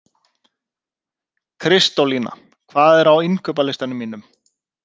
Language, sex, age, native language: Icelandic, male, 30-39, Icelandic